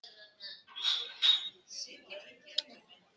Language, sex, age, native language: Icelandic, female, 70-79, Icelandic